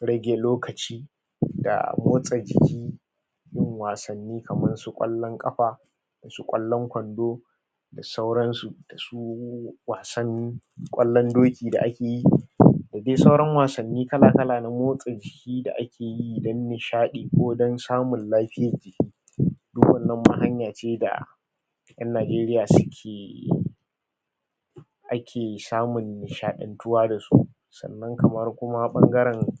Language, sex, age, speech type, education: Hausa, male, 30-45, spontaneous, tertiary